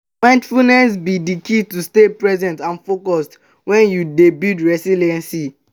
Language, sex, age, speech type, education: Nigerian Pidgin, male, 15-29, spontaneous, tertiary